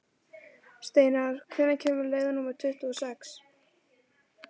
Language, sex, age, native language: Icelandic, female, 11, Icelandic